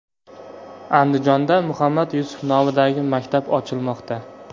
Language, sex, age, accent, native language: Uzbek, male, 18-24, Jizzax, Uzbek